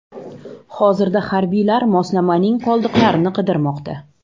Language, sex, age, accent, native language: Uzbek, female, 18-24, Toshkent shahri, Uzbek